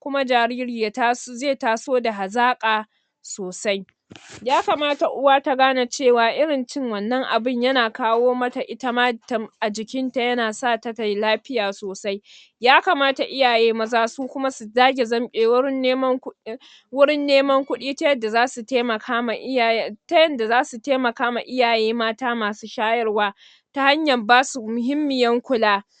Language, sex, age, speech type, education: Hausa, female, 60+, spontaneous, secondary